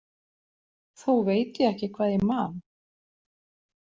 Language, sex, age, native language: Icelandic, female, 40-49, Icelandic